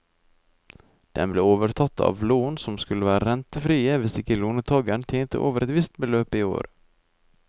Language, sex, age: Norwegian, male, 24